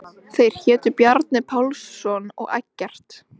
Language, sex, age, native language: Icelandic, female, 13, Icelandic